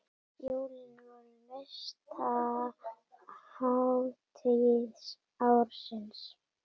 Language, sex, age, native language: Icelandic, female, 8, Icelandic